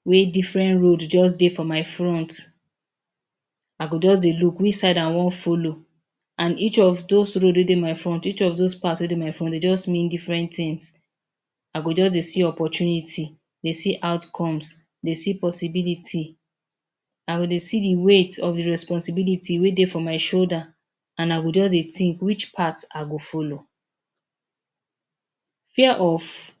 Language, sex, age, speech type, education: Nigerian Pidgin, female, 30-45, spontaneous, tertiary